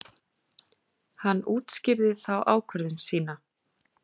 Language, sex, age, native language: Icelandic, female, 40-49, Icelandic